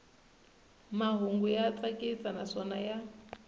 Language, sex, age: Tsonga, female, 19